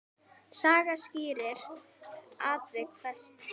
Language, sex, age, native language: Icelandic, female, 10, Icelandic